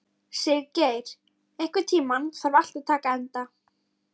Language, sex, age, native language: Icelandic, female, 13, Icelandic